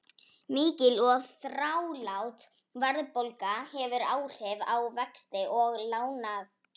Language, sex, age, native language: Icelandic, female, 18-19, Icelandic